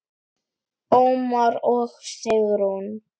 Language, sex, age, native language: Icelandic, female, 10, Icelandic